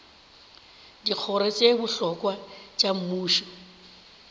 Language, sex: Northern Sotho, female